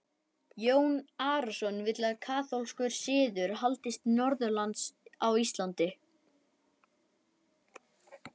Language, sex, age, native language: Icelandic, male, 11, Icelandic